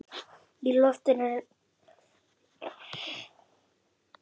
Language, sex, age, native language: Icelandic, male, 8, Icelandic